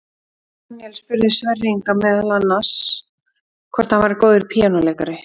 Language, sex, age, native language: Icelandic, female, 30-39, Icelandic